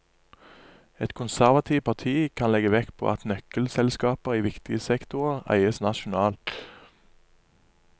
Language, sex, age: Norwegian, male, 27